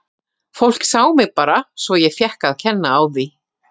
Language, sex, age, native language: Icelandic, female, 40-49, Icelandic